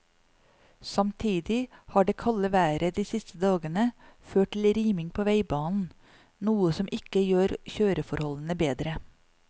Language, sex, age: Norwegian, female, 40